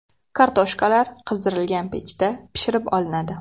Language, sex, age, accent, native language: Uzbek, female, 18-24, Toshkent shahri, Uzbek